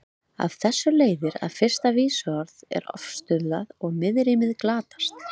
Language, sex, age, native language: Icelandic, female, 30-39, Icelandic